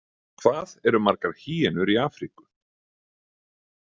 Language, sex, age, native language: Icelandic, male, 30-39, Icelandic